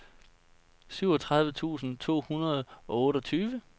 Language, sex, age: Danish, male, 29